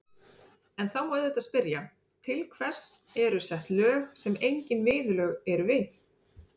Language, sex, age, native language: Icelandic, female, 30-39, Icelandic